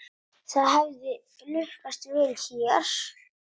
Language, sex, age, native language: Icelandic, male, 8, Italian